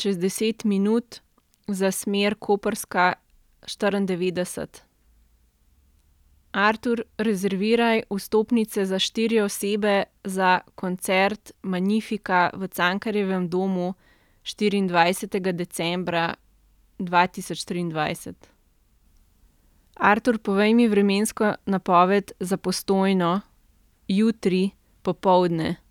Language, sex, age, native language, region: Slovenian, female, 30-49, Slovenian, Central Slovenia